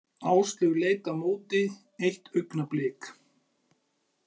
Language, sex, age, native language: Icelandic, male, 40-49, Icelandic